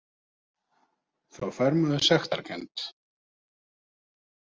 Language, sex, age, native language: Icelandic, male, 30-39, Icelandic